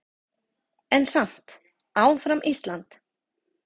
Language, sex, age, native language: Icelandic, female, 40-49, Icelandic